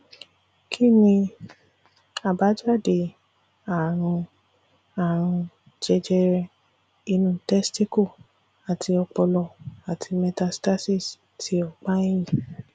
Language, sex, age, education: Yoruba, female, 15-29, tertiary